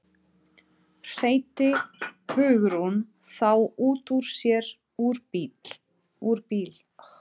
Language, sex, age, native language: Icelandic, female, 30-39, Portuguese